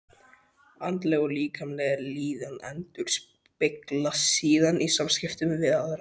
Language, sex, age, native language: Icelandic, male, 12, Icelandic